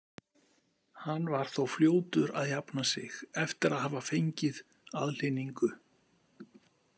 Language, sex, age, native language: Icelandic, male, 50-59, Icelandic